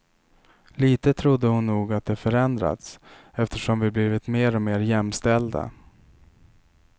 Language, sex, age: Swedish, male, 27